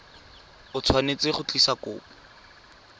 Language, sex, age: Tswana, male, 23